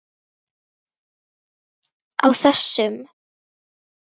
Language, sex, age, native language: Icelandic, female, 9, Icelandic